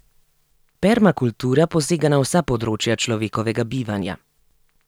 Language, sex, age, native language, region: Slovenian, female, 30-49, Slovenian, Gorenjska region